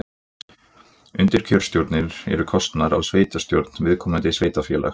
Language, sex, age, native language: Icelandic, male, 20-29, Icelandic